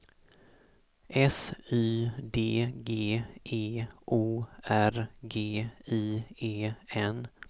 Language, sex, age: Swedish, male, 34